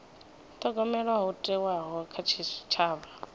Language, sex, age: Venda, female, 26